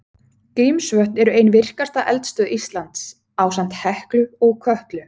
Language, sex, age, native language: Icelandic, female, 30-39, Icelandic